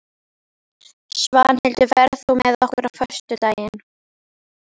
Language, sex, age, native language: Icelandic, female, 11, Icelandic